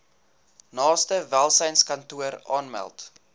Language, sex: Afrikaans, male